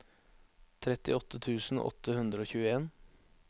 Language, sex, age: Norwegian, male, 21